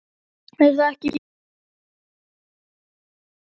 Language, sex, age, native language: Icelandic, female, 11, Icelandic